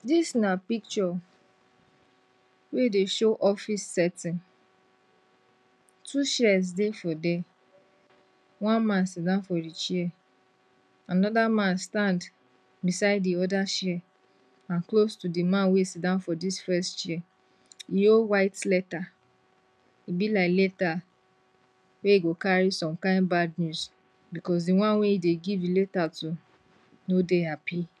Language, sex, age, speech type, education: Nigerian Pidgin, female, 60+, spontaneous, tertiary